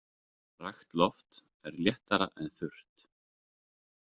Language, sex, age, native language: Icelandic, male, 30-39, Icelandic